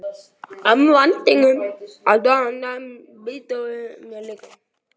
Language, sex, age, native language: Icelandic, male, 11, Icelandic